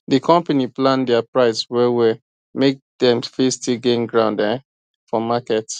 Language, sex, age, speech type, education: Nigerian Pidgin, male, 15-29, spontaneous, tertiary